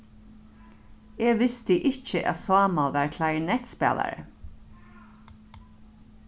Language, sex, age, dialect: Faroese, female, 36-60, Norðurstreymoy/Eysturoy